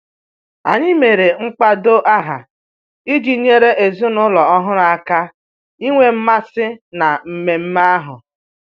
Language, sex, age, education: Igbo, female, 30-45, tertiary